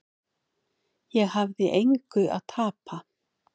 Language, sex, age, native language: Icelandic, female, 50-59, Icelandic